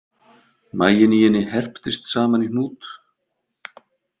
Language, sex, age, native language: Icelandic, male, 50-59, Icelandic